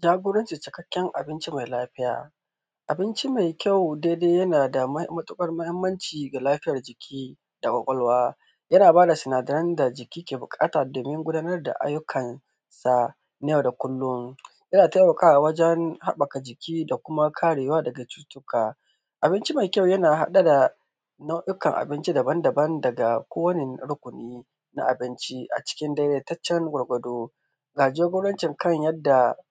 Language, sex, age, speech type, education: Hausa, male, 15-29, spontaneous, tertiary